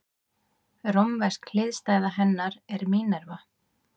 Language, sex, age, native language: Icelandic, female, 30-39, Icelandic